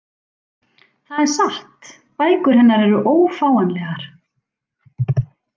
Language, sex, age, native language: Icelandic, female, 40-49, Icelandic